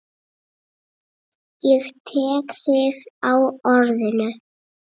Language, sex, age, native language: Icelandic, male, 8, Icelandic